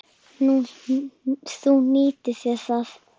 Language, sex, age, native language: Icelandic, female, 9, Icelandic